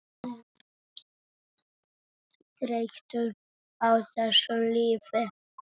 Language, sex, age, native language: Icelandic, male, 6, Icelandic